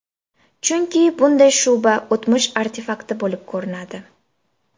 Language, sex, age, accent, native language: Uzbek, female, 18-24, Samarqand, Uzbek